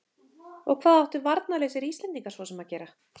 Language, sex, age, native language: Icelandic, female, 30-39, Icelandic